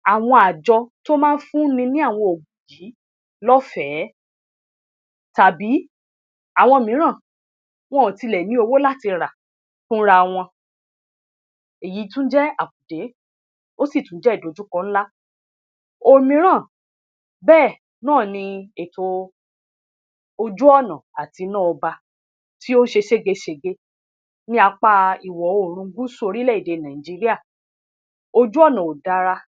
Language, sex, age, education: Yoruba, female, 30-45, tertiary